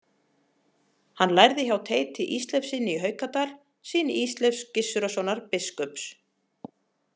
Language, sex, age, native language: Icelandic, female, 40-49, Icelandic